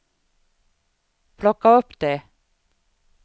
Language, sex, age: Swedish, female, 52